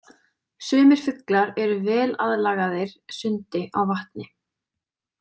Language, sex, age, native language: Icelandic, female, 20-29, Icelandic